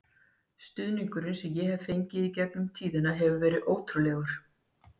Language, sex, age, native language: Icelandic, female, 50-59, Icelandic